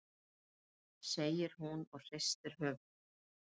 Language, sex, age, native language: Icelandic, female, 30-39, Icelandic